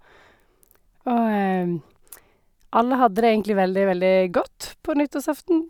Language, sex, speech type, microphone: Norwegian, female, spontaneous, Sennheiser